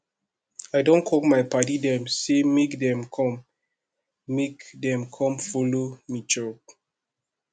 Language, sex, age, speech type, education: Nigerian Pidgin, male, 15-29, spontaneous, secondary